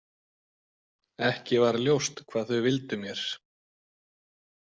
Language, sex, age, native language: Icelandic, male, 40-49, Icelandic